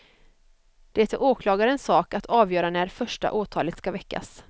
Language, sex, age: Swedish, female, 25